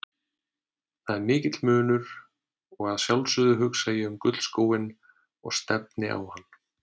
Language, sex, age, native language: Icelandic, male, 30-39, Icelandic